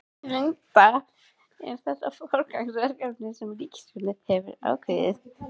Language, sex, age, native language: Icelandic, female, 13, Icelandic